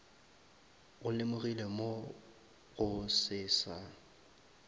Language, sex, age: Northern Sotho, male, 23